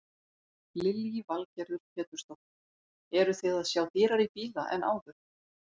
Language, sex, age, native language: Icelandic, female, 40-49, Icelandic